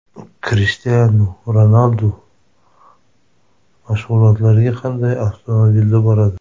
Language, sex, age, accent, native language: Uzbek, male, 30-39, Toshkent shahri, Uzbek